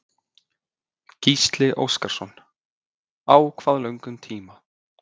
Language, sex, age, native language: Icelandic, male, 20-29, Icelandic